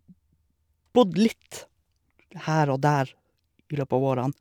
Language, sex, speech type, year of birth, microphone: Norwegian, male, spontaneous, 1982, Shure